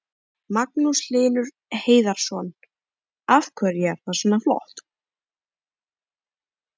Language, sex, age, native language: Icelandic, female, 11, Icelandic